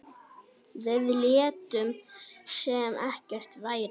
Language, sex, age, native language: Icelandic, male, 10, Icelandic